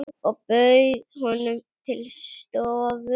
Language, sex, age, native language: Icelandic, female, 7, Icelandic